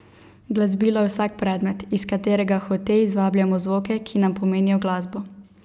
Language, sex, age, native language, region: Slovenian, female, 18-29, Slovenian, Savinja region